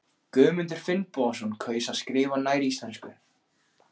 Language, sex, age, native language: Icelandic, male, 16, Icelandic